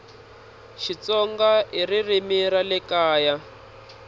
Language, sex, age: Tsonga, male, 26